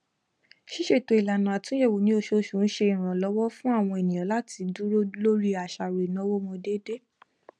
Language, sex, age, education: Yoruba, female, 15-29, tertiary